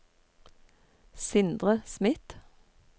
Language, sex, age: Norwegian, female, 39